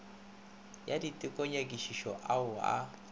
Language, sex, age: Northern Sotho, male, 25